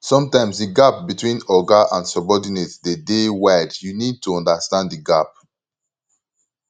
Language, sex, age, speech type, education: Nigerian Pidgin, male, 15-29, spontaneous, tertiary